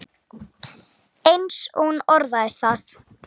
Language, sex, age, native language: Icelandic, female, 10, Icelandic